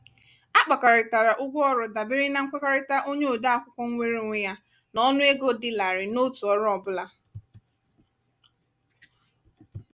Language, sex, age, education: Igbo, female, 15-29, tertiary